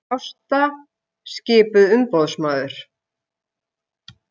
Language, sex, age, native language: Icelandic, female, 50-59, Icelandic